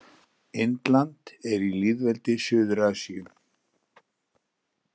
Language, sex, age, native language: Icelandic, male, 60-69, Icelandic